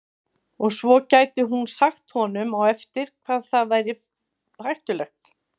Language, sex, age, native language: Icelandic, female, 50-59, Icelandic